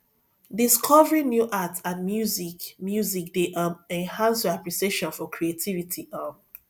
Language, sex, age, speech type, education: Nigerian Pidgin, female, 30-45, spontaneous, tertiary